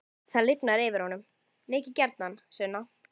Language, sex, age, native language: Icelandic, female, 11, Icelandic